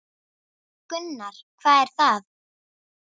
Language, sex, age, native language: Icelandic, female, 10, Icelandic